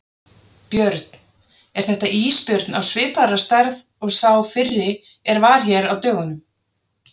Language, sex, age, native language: Icelandic, female, 30-39, Icelandic